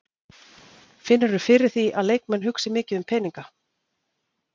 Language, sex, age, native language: Icelandic, female, 40-49, Icelandic